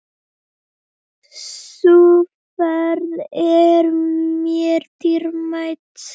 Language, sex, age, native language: Icelandic, female, 7, Icelandic